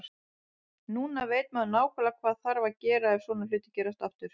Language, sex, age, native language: Icelandic, female, 30-39, Icelandic